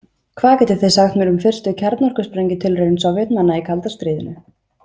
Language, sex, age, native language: Icelandic, female, 20-29, Icelandic